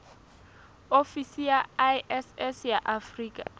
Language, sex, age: Southern Sotho, female, 20